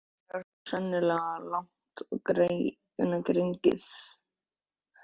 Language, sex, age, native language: Icelandic, male, 14, Icelandic